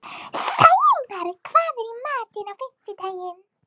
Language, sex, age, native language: Icelandic, female, 12, Icelandic